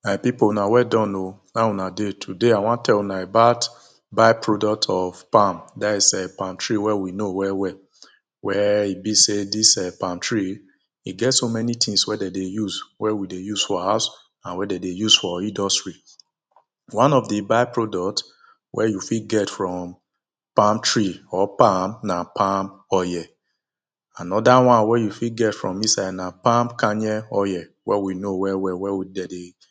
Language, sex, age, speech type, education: Nigerian Pidgin, male, 30-45, spontaneous, tertiary